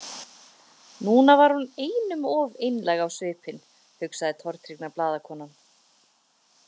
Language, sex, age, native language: Icelandic, female, 30-39, Icelandic